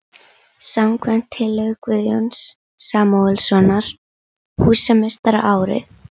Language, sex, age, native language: Icelandic, female, 11, Icelandic